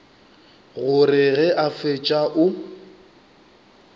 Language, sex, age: Northern Sotho, male, 25